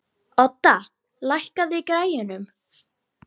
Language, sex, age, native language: Icelandic, female, 12, Icelandic